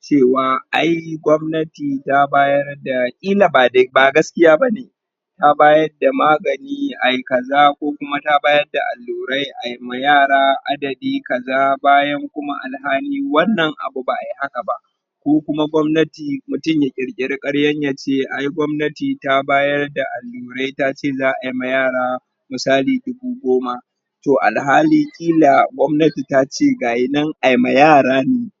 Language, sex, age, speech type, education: Hausa, male, 30-45, spontaneous, tertiary